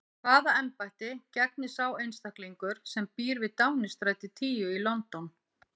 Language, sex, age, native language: Icelandic, female, 50-59, Icelandic